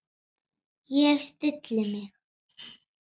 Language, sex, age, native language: Icelandic, female, 7, Icelandic